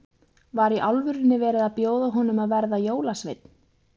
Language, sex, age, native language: Icelandic, female, 20-29, Icelandic